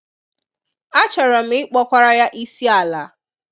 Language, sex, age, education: Igbo, female, 15-29, tertiary